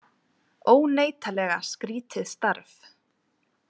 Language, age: Icelandic, 20-29